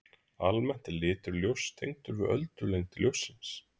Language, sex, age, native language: Icelandic, male, 30-39, Icelandic